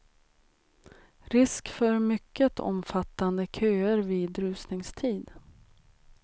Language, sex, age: Swedish, female, 36